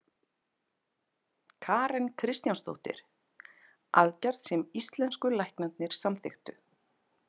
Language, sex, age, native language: Icelandic, female, 40-49, Icelandic